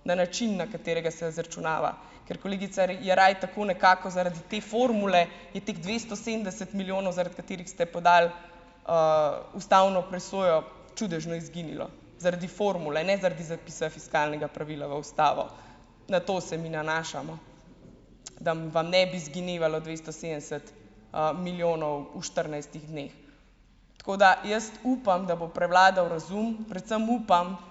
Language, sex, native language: Slovenian, female, Slovenian